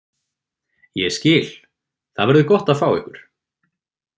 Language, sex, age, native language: Icelandic, male, 20-29, Icelandic